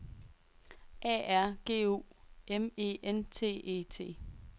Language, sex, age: Danish, female, 23